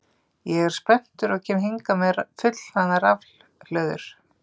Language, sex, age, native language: Icelandic, female, 50-59, Icelandic